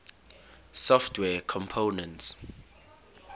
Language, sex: English, male